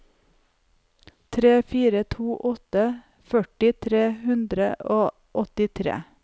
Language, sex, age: Norwegian, female, 45